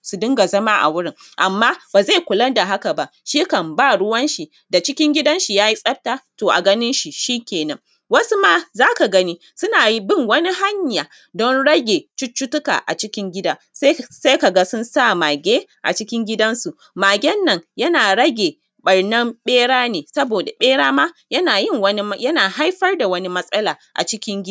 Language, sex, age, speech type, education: Hausa, female, 15-29, spontaneous, tertiary